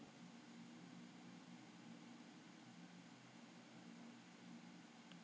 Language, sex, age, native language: Icelandic, female, 18-19, Icelandic